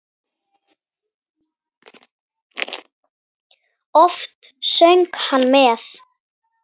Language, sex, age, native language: Icelandic, female, 9, Icelandic